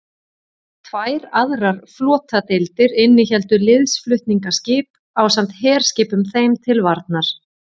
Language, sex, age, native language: Icelandic, female, 40-49, Icelandic